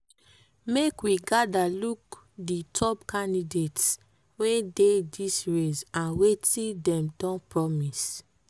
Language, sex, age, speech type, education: Nigerian Pidgin, female, 15-29, spontaneous, tertiary